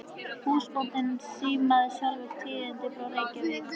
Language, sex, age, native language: Icelandic, female, 13, Icelandic